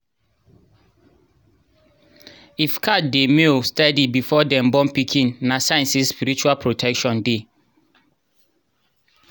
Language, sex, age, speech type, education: Nigerian Pidgin, male, 30-45, spontaneous, tertiary